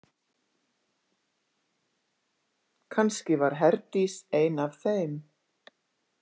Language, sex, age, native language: Icelandic, female, 50-59, Icelandic